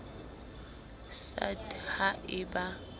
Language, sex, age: Southern Sotho, female, 19